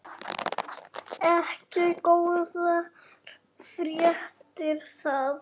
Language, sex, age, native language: Icelandic, male, 6, Icelandic